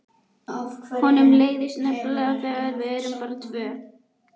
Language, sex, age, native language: Icelandic, male, 11, Icelandic